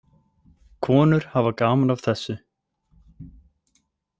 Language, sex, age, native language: Icelandic, male, 18-19, Icelandic